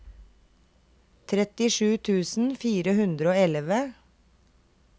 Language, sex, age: Norwegian, female, 32